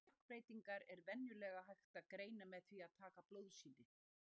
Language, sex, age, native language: Icelandic, female, 60-69, Icelandic